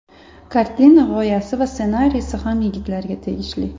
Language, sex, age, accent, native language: Uzbek, female, 25-34, Andijon, Uzbek